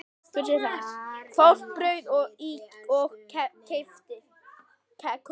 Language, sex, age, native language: Icelandic, male, 10, Icelandic